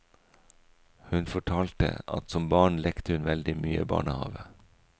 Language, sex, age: Norwegian, male, 44